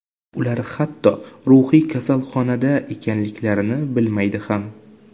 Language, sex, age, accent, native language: Uzbek, male, 18-24, Jizzax, Uzbek